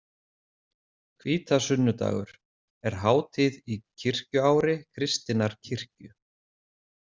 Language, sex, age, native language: Icelandic, male, 40-49, Icelandic